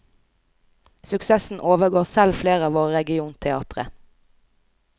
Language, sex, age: Norwegian, female, 29